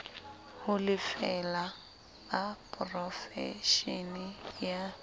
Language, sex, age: Southern Sotho, female, 25